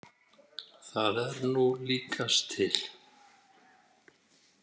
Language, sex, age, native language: Icelandic, male, 60-69, Icelandic